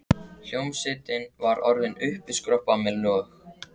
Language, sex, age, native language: Icelandic, male, 14, Icelandic